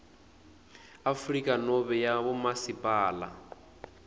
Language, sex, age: Swati, male, 18